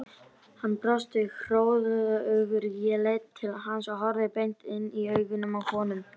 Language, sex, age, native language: Icelandic, female, 30-39, Icelandic